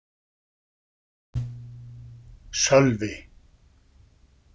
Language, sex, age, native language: Icelandic, male, 50-59, Icelandic